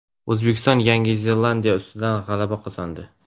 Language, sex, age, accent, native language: Uzbek, male, 19-29, Navoiy, Uzbek